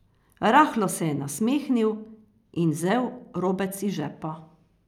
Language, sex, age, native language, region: Slovenian, female, 50-59, Slovenian, Carinthia region